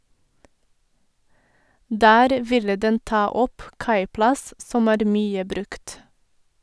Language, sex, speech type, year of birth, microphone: Norwegian, female, read, 1984, Sennheiser